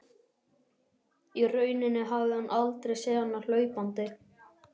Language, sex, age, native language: Icelandic, male, 11, Icelandic